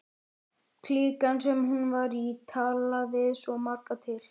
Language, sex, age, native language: Icelandic, male, 11, Icelandic